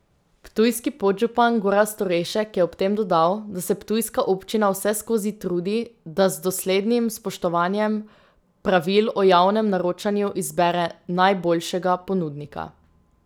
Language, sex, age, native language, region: Slovenian, female, 18-29, Slovenian, Drava region